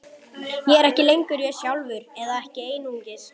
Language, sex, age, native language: Icelandic, male, 11, Icelandic